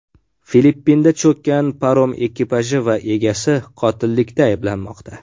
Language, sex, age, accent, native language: Uzbek, male, 18-24, Farg'ona, Uzbek